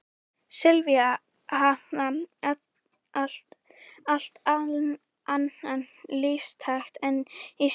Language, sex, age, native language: Icelandic, female, 14, Icelandic